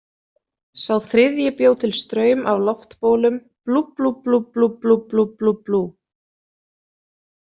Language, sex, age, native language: Icelandic, female, 30-39, Icelandic